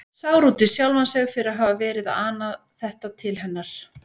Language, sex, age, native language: Icelandic, female, 40-49, Icelandic